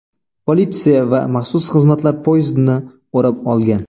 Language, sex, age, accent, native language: Uzbek, male, 18-24, Surxondaryo, Uzbek